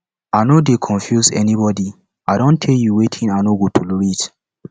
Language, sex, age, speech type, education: Nigerian Pidgin, male, 15-29, spontaneous, tertiary